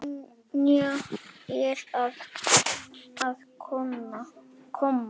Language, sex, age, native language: Icelandic, male, 8, Icelandic